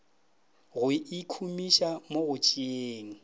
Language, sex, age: Northern Sotho, male, 22